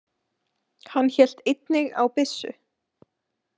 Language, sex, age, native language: Icelandic, female, 18-19, Icelandic